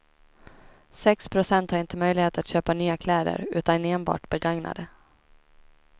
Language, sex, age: Swedish, female, 23